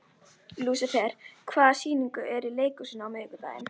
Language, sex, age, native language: Icelandic, female, 11, Icelandic